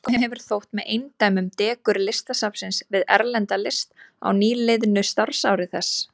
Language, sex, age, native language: Icelandic, female, 20-29, Icelandic